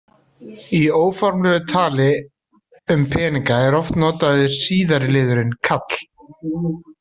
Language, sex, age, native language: Icelandic, male, 30-39, Icelandic